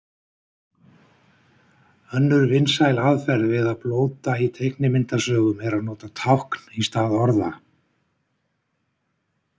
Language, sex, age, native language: Icelandic, male, 60-69, Icelandic